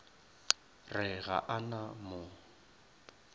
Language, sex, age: Northern Sotho, male, 23